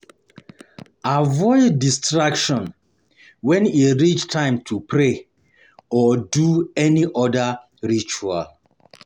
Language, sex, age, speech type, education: Nigerian Pidgin, male, 30-45, spontaneous, tertiary